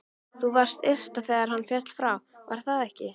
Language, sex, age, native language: Icelandic, female, 13, Icelandic